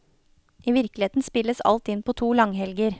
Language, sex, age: Norwegian, female, 29